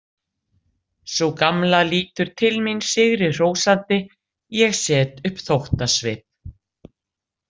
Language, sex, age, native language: Icelandic, female, 60-69, Icelandic